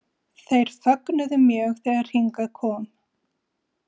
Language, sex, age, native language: Icelandic, female, 40-49, Icelandic